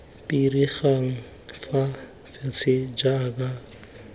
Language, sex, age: Tswana, male, 20